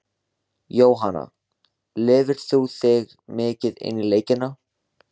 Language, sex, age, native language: Icelandic, male, 16, Icelandic